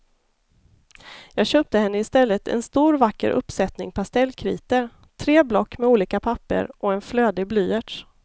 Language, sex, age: Swedish, female, 33